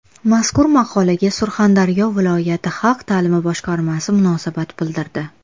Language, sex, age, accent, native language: Uzbek, female, 18-24, Toshkent viloyati, Uzbek